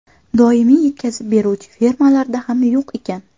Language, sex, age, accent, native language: Uzbek, female, 18-24, Qashqadaryo, Uzbek